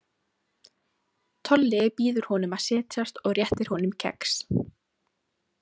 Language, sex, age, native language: Icelandic, female, 18-19, Icelandic